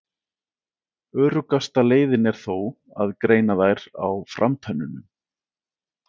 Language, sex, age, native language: Icelandic, male, 40-49, Icelandic